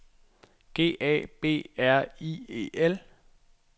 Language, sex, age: Danish, male, 22